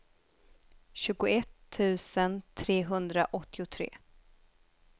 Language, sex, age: Swedish, female, 24